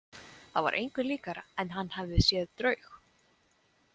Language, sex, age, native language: Icelandic, female, 20-29, Icelandic